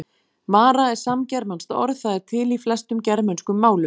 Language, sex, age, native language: Icelandic, female, 40-49, Icelandic